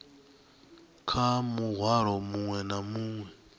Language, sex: Venda, male